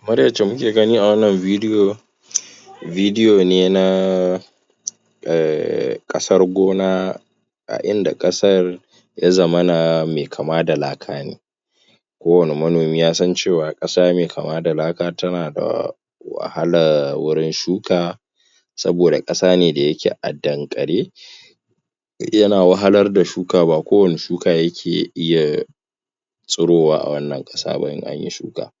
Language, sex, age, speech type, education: Hausa, male, 15-29, spontaneous, tertiary